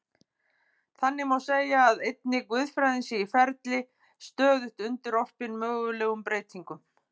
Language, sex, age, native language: Icelandic, female, 50-59, Icelandic